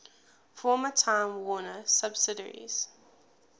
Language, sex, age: English, female, 20